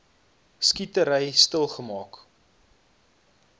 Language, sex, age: Afrikaans, male, 22